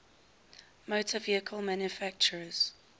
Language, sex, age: English, female, 19